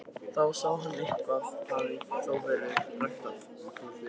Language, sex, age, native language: Icelandic, male, 13, Icelandic